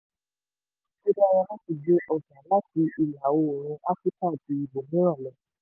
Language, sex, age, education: Yoruba, female, 15-29, tertiary